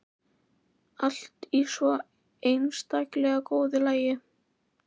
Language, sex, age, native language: Icelandic, female, 11, Icelandic